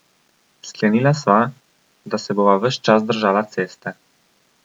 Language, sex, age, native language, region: Slovenian, male, 18-29, Slovenian, Coastal Karst region